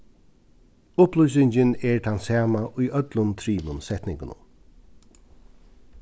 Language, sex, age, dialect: Faroese, male, 36-60, Suðurstreymoy